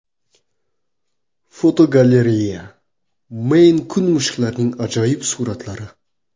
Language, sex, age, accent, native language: Uzbek, male, 18-24, Qoraqalpog'iston, Karakalpak